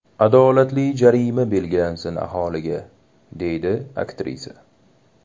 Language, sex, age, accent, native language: Uzbek, male, 18-24, Toshkent shahri, Uzbek